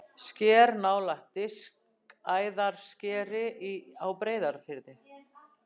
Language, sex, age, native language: Icelandic, female, 60-69, Icelandic